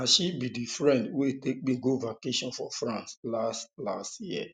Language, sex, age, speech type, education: Nigerian Pidgin, male, 30-45, spontaneous, tertiary